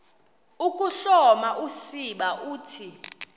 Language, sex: Xhosa, female